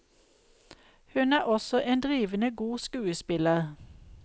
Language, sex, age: Norwegian, female, 52